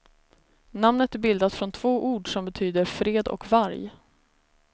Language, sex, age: Swedish, female, 33